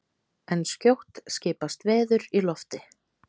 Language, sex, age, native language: Icelandic, female, 18-19, Icelandic